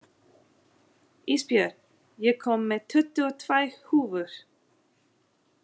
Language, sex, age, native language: Icelandic, female, 30-39, English